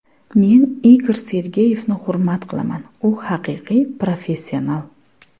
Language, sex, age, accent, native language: Uzbek, female, 19-29, Farg'ona, Uzbek